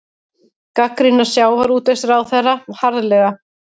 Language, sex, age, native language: Icelandic, female, 30-39, Icelandic